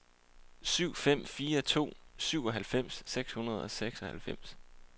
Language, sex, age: Danish, male, 28